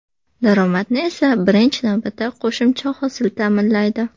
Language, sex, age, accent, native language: Uzbek, female, 18-24, Toshkent shahri, Uzbek